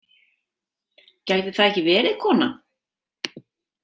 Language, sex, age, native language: Icelandic, female, 30-39, Icelandic